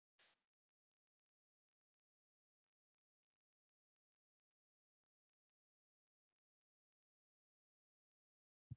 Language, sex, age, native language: Icelandic, male, 40-49, English